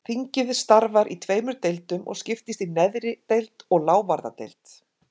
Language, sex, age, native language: Icelandic, female, 50-59, Icelandic